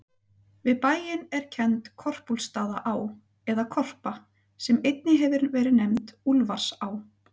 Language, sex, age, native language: Icelandic, female, 30-39, Icelandic